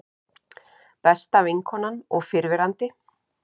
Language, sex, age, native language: Icelandic, female, 50-59, Icelandic